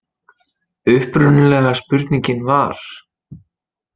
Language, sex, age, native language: Icelandic, male, 20-29, Icelandic